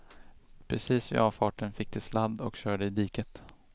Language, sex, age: Swedish, male, 25